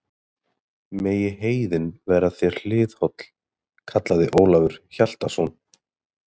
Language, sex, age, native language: Icelandic, male, 30-39, Icelandic